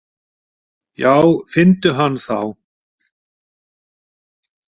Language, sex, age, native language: Icelandic, male, 40-49, Icelandic